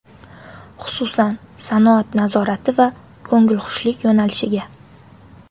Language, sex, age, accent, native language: Uzbek, female, 18-24, Qashqadaryo, Uzbek